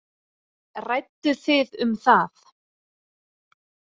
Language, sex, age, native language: Icelandic, female, 30-39, Icelandic